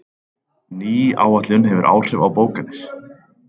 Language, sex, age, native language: Icelandic, male, 30-39, Icelandic